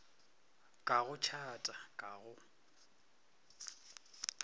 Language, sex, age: Northern Sotho, male, 23